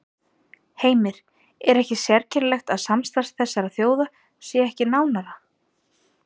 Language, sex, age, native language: Icelandic, female, 30-39, Icelandic